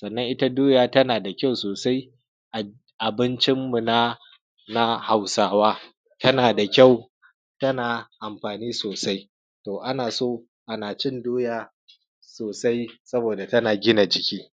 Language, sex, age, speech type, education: Hausa, male, 15-29, spontaneous, tertiary